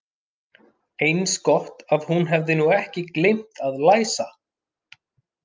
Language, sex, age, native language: Icelandic, male, 30-39, Icelandic